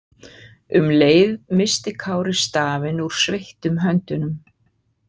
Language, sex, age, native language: Icelandic, female, 50-59, Icelandic